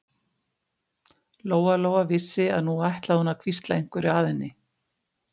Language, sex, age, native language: Icelandic, female, 50-59, Icelandic